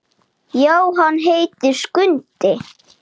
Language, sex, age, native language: Icelandic, male, 8, Icelandic